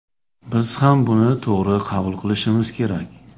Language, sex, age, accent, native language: Uzbek, male, 35+, Namangan, Uzbek